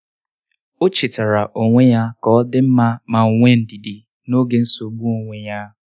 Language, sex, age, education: Igbo, male, 15-29, tertiary